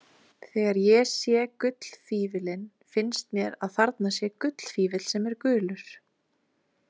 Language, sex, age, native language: Icelandic, female, 20-29, Icelandic